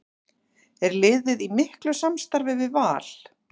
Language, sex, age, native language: Icelandic, female, 40-49, Icelandic